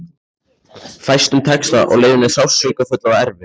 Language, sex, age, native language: Icelandic, male, 14, Icelandic